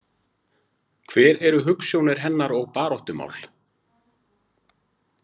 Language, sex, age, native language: Icelandic, male, 40-49, Icelandic